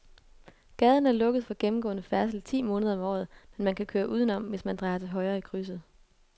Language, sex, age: Danish, female, 22